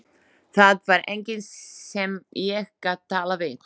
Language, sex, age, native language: Icelandic, female, 20-29, Slovak